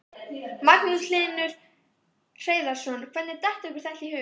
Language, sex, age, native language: Icelandic, female, 12, Icelandic